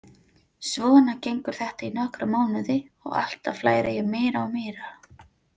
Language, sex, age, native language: Icelandic, female, 30-39, Filipino